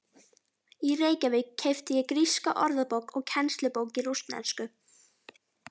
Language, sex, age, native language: Icelandic, female, 12, Icelandic